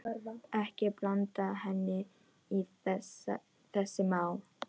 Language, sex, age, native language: Icelandic, female, 14, Icelandic